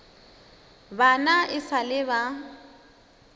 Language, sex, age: Northern Sotho, female, 19